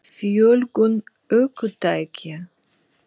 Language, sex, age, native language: Icelandic, female, 40-49, Russian